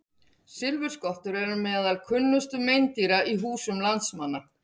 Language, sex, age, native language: Icelandic, female, 50-59, Icelandic